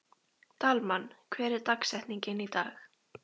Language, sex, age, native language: Icelandic, female, 13, Icelandic